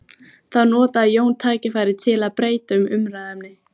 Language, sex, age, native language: Icelandic, female, 14, Icelandic